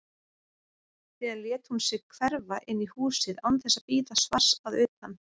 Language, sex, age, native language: Icelandic, female, 30-39, Icelandic